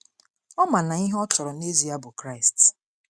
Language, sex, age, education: Igbo, female, 30-45, tertiary